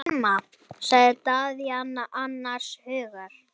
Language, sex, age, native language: Icelandic, male, 10, Icelandic